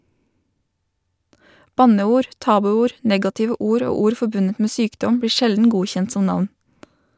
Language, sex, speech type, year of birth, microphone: Norwegian, female, read, 1987, Shure